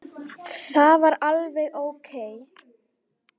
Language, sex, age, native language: Icelandic, female, 10, Icelandic